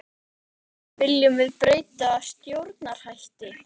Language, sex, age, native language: Icelandic, female, 12, Icelandic